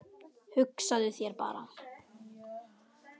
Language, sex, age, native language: Icelandic, male, 10, Icelandic